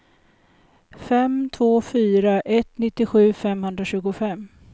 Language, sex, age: Swedish, female, 56